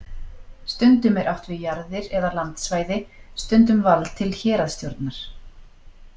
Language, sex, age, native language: Icelandic, female, 40-49, Icelandic